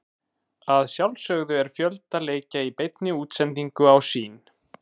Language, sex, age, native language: Icelandic, male, 20-29, Icelandic